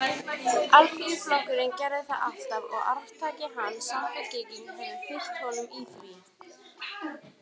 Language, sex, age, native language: Icelandic, female, 18-19, Icelandic